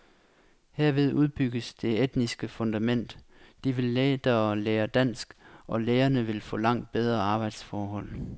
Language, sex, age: Danish, male, 26